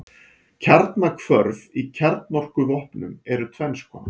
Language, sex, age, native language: Icelandic, male, 40-49, Icelandic